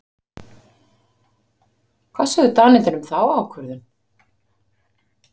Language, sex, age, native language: Icelandic, female, 50-59, Icelandic